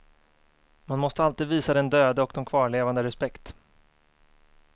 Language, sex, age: Swedish, male, 24